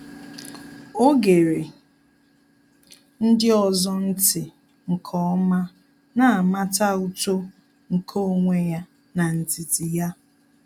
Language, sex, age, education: Igbo, female, 30-45, tertiary